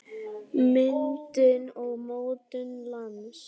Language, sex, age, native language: Icelandic, female, 10, Icelandic